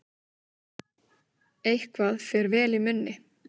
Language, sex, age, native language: Icelandic, female, 30-39, Icelandic